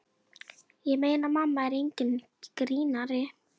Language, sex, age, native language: Icelandic, female, 11, Icelandic